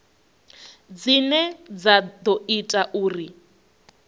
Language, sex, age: Venda, female, 21